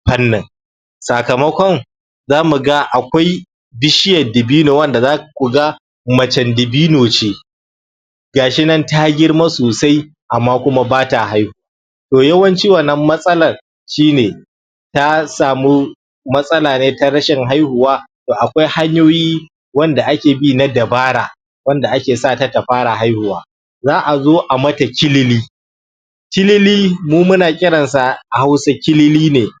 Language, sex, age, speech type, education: Hausa, male, 15-29, spontaneous, primary